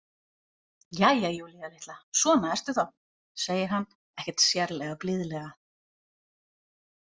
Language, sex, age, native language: Icelandic, other, 40-49, Icelandic